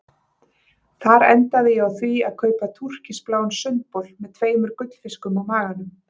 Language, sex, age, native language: Icelandic, female, 30-39, Icelandic